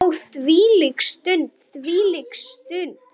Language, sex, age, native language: Icelandic, female, 10, Icelandic